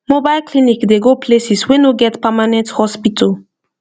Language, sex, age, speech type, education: Nigerian Pidgin, female, 15-29, spontaneous, tertiary